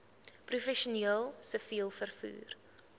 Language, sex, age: Afrikaans, female, 20